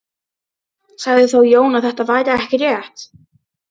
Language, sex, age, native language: Icelandic, female, 12, Icelandic